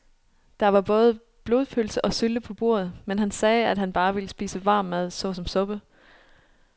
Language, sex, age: Danish, female, 29